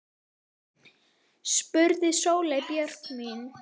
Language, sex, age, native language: Icelandic, female, 8, Icelandic